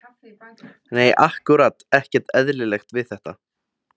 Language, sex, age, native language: Icelandic, male, 20-29, Icelandic